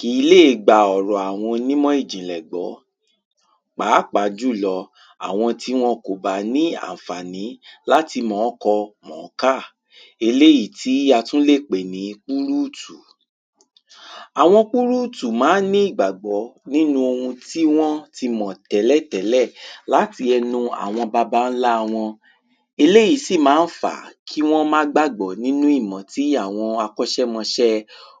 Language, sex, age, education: Yoruba, male, 15-29, tertiary